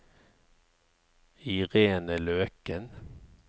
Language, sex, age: Norwegian, male, 54